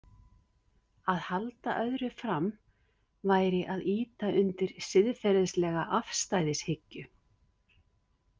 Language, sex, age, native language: Icelandic, female, 50-59, Icelandic